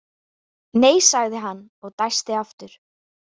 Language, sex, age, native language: Icelandic, female, 20-29, Icelandic